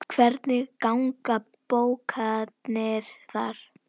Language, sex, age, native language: Icelandic, female, 10, Icelandic